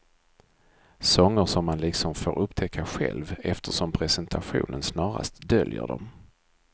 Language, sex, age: Swedish, male, 42